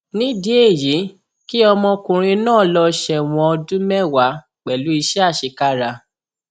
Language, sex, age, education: Yoruba, male, 15-29, tertiary